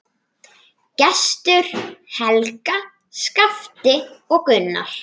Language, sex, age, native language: Icelandic, male, 9, Icelandic